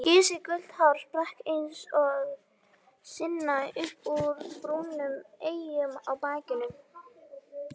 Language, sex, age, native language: Icelandic, female, 18-19, Icelandic